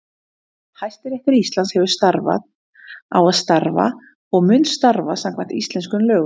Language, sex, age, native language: Icelandic, female, 30-39, Icelandic